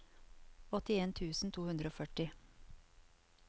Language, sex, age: Norwegian, female, 54